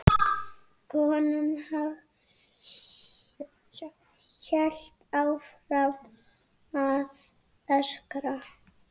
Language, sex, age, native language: Icelandic, female, 6, Icelandic